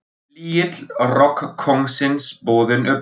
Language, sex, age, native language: Icelandic, male, 40-49, Icelandic